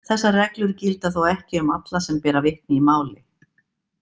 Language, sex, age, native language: Icelandic, female, 50-59, Icelandic